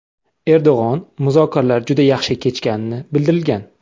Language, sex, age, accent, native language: Uzbek, male, 25-34, Samarqand, Uzbek